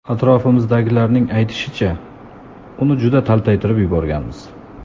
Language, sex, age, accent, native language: Uzbek, male, 25-34, Samarqand, Uzbek